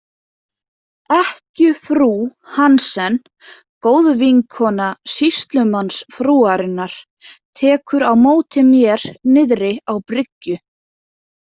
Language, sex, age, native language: Icelandic, female, 20-29, Icelandic